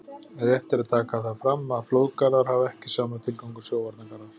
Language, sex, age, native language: Icelandic, male, 40-49, Icelandic